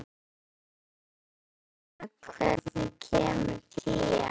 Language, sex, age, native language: Icelandic, male, 12, Icelandic